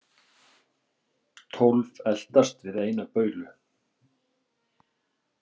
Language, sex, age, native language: Icelandic, male, 30-39, Icelandic